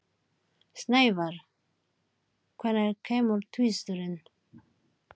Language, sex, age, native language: Icelandic, female, 40-49, Filipino